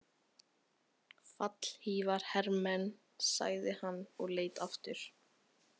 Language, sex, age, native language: Icelandic, female, 18-19, Icelandic